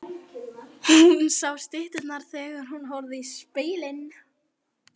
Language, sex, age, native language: Icelandic, female, 11, Icelandic